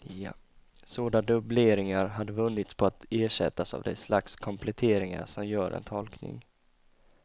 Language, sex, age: Swedish, male, 20